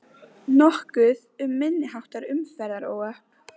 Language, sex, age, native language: Icelandic, female, 20-29, Icelandic